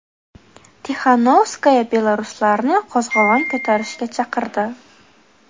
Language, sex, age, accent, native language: Uzbek, female, 18-24, Xorazm, Uzbek